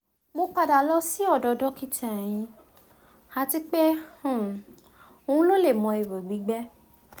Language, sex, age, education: Yoruba, female, 15-29, tertiary